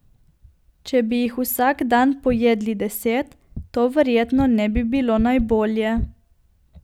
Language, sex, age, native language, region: Slovenian, female, 18-29, Slovenian, Coastal Karst region